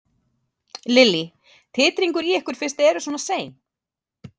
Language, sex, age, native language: Icelandic, female, 30-39, Icelandic